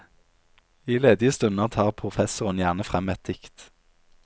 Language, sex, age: Norwegian, male, 27